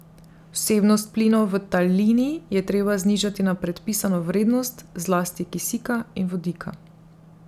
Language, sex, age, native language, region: Slovenian, female, 30-49, Slovenian, Drava region